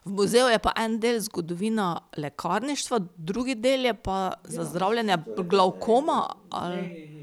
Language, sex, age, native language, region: Slovenian, female, 30-49, Slovenian, Pomurje region